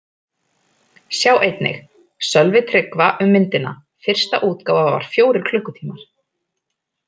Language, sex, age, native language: Icelandic, female, 30-39, Icelandic